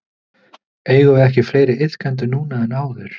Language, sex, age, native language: Icelandic, male, 30-39, Icelandic